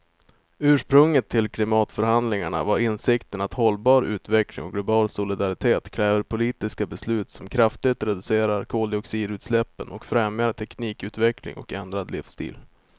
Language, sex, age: Swedish, male, 25